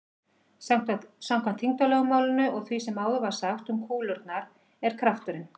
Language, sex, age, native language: Icelandic, female, 50-59, Icelandic